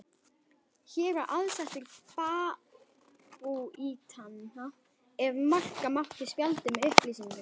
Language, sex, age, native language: Icelandic, female, 11, Icelandic